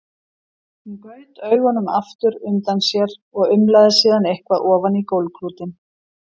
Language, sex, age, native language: Icelandic, female, 50-59, Icelandic